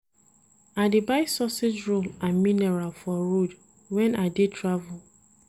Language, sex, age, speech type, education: Nigerian Pidgin, female, 30-45, read, tertiary